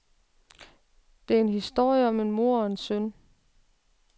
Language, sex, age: Danish, female, 36